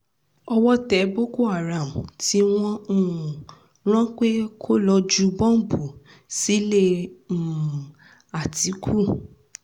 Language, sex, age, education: Yoruba, female, 15-29, tertiary